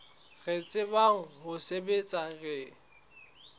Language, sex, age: Southern Sotho, male, 21